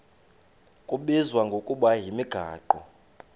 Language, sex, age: Xhosa, male, 33